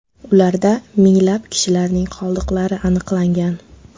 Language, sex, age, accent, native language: Uzbek, female, 12-17, Samarqand, Uzbek